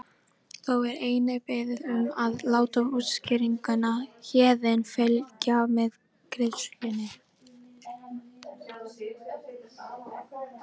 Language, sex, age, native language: Icelandic, female, 18-19, Icelandic